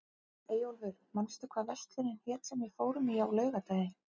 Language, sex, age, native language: Icelandic, female, 30-39, Icelandic